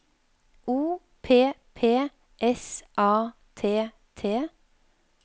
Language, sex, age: Norwegian, female, 52